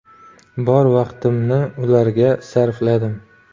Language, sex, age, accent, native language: Uzbek, male, 25-34, Xorazm, Uzbek